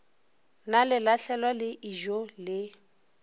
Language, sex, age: Northern Sotho, female, 24